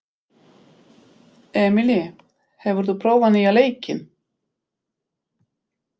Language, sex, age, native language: Icelandic, female, 50-59, Polish